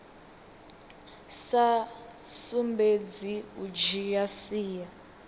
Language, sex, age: Venda, female, 18